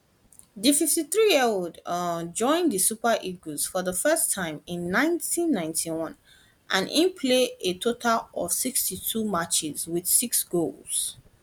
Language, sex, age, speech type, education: Nigerian Pidgin, female, 15-29, spontaneous, tertiary